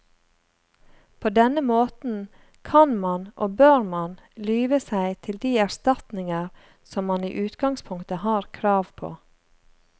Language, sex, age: Norwegian, female, 35